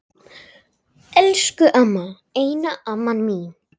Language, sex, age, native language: Icelandic, male, 8, Icelandic